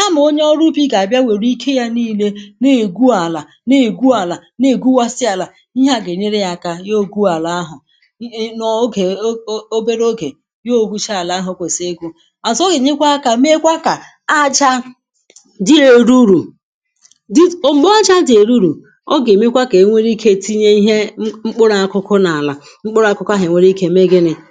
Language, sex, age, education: Igbo, female, 46-60, secondary